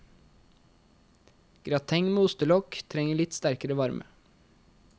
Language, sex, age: Norwegian, male, 21